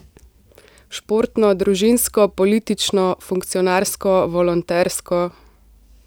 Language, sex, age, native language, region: Slovenian, female, 18-29, Slovenian, Central Slovenia